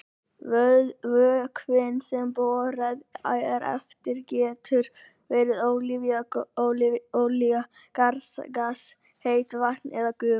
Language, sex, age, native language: Icelandic, male, 18-19, Icelandic